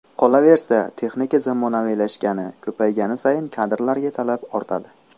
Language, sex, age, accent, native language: Uzbek, male, 18-24, Namangan, Uzbek